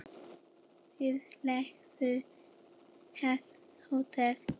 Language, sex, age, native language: Icelandic, female, 10, Icelandic